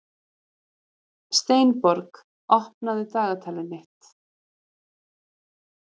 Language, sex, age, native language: Icelandic, female, 30-39, Icelandic